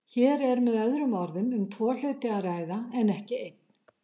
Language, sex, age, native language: Icelandic, female, 70-79, Icelandic